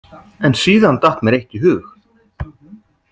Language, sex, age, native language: Icelandic, male, 50-59, Icelandic